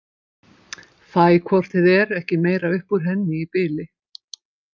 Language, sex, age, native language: Icelandic, female, 50-59, Icelandic